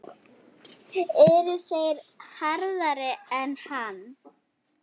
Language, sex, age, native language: Icelandic, female, 8, Icelandic